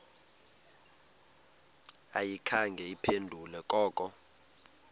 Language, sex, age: Xhosa, male, 22